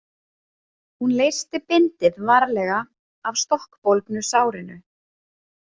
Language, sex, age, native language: Icelandic, female, 30-39, Icelandic